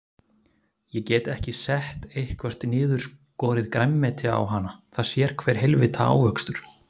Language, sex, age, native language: Icelandic, male, 30-39, Icelandic